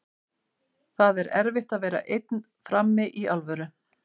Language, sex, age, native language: Icelandic, female, 50-59, Icelandic